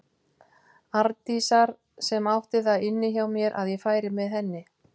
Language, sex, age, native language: Icelandic, female, 50-59, Icelandic